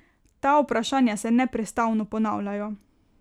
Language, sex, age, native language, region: Slovenian, female, 18-29, Slovenian, Carinthia region